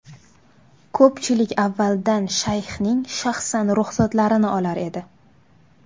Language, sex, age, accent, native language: Uzbek, female, 19-29, Farg'ona, Uzbek